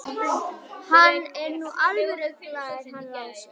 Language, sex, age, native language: Icelandic, female, 11, Icelandic